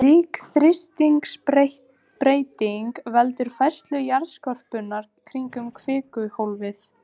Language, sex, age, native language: Icelandic, female, 18-19, Icelandic